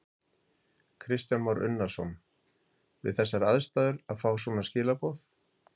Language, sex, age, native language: Icelandic, male, 50-59, Icelandic